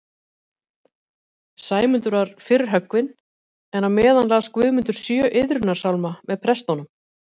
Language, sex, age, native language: Icelandic, female, 50-59, Icelandic